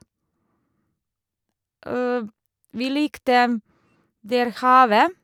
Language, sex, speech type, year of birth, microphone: Norwegian, female, spontaneous, 1978, Shure